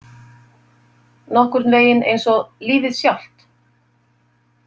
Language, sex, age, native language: Icelandic, female, 50-59, Icelandic